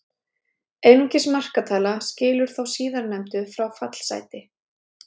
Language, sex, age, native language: Icelandic, female, 30-39, Icelandic